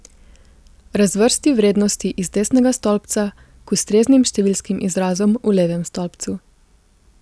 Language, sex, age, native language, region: Slovenian, female, 18-29, Slovenian, Gorica region